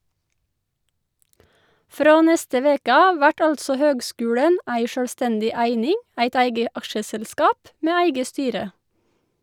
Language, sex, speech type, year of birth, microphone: Norwegian, female, read, 1984, Shure